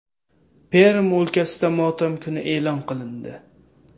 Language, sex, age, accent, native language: Uzbek, male, 18-24, Samarqand, Uzbek